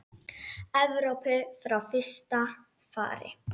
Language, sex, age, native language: Icelandic, female, 10, Icelandic